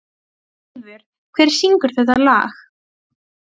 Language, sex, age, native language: Icelandic, female, 12, Serbo-Croatian